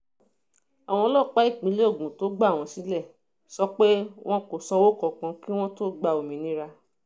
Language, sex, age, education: Yoruba, female, 30-45, tertiary